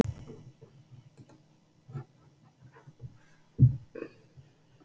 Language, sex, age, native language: Icelandic, male, 80-89, English